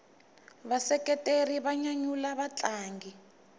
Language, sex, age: Tsonga, female, 19